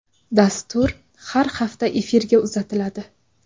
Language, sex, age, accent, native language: Uzbek, female, 19-29, Sirdaryo, Uzbek